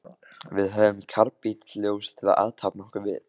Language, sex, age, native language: Icelandic, male, 15, Icelandic